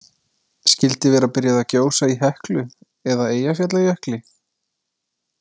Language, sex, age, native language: Icelandic, male, 20-29, Icelandic